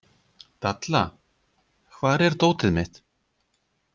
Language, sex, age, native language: Icelandic, male, 50-59, Icelandic